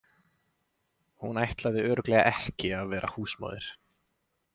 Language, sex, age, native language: Icelandic, male, 20-29, Icelandic